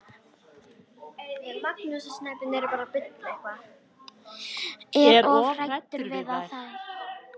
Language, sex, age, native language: Icelandic, female, 9, Icelandic